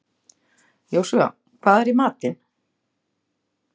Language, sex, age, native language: Icelandic, female, 60-69, Icelandic